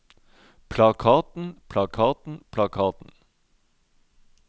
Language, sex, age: Norwegian, male, 31